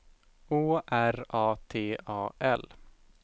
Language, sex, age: Swedish, male, 17